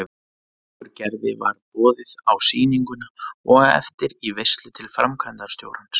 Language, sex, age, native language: Icelandic, male, 30-39, Icelandic